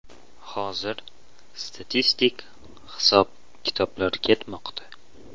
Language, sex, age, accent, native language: Uzbek, male, 18-24, Andijon, Uzbek